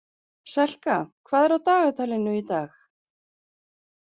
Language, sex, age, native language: Icelandic, female, 40-49, Icelandic